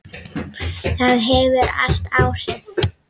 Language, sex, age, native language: Icelandic, female, 7, Icelandic